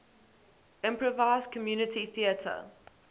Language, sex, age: English, female, 18